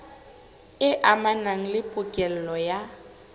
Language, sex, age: Southern Sotho, female, 18